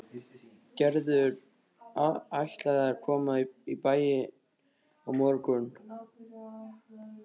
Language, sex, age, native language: Icelandic, male, 13, Icelandic